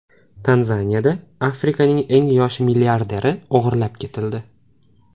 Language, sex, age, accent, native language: Uzbek, male, 18-24, Toshkent viloyati, Uzbek